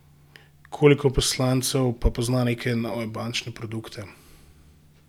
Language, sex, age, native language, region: Slovenian, male, 18-29, Slovenian, Gorenjska region